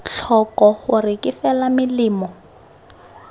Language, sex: Tswana, female